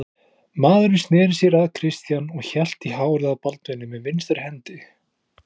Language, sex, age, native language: Icelandic, male, 20-29, Icelandic